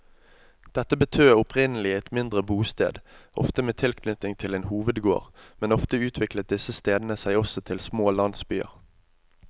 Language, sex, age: Norwegian, male, 25